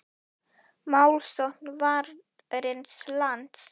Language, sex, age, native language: Icelandic, female, 9, Icelandic